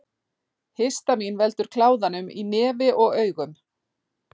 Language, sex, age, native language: Icelandic, female, 40-49, Icelandic